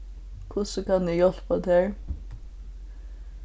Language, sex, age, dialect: Faroese, female, 15-35, Suðurstreymoy